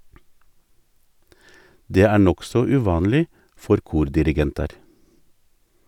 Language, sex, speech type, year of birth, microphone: Norwegian, male, read, 1958, Sennheiser